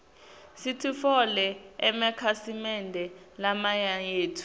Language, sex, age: Swati, female, 19